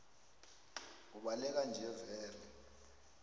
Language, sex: South Ndebele, female